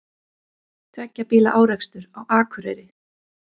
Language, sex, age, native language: Icelandic, female, 30-39, Icelandic